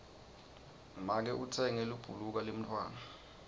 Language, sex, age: Swati, male, 20